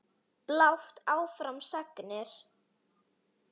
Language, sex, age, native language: Icelandic, female, 9, Icelandic